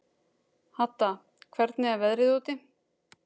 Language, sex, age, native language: Icelandic, female, 30-39, Icelandic